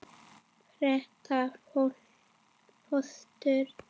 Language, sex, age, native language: Icelandic, female, 10, Icelandic